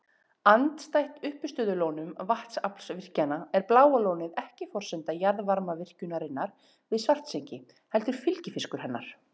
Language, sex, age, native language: Icelandic, female, 30-39, Icelandic